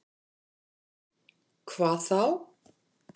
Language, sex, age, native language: Icelandic, female, 50-59, Icelandic